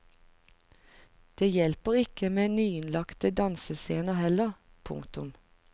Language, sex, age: Norwegian, female, 45